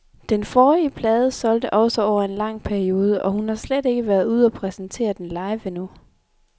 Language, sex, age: Danish, female, 23